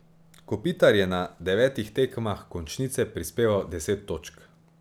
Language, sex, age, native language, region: Slovenian, male, 18-29, Slovenian, Savinja region